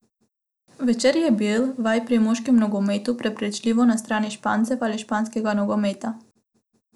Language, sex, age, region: Slovenian, female, 18-29, Abroad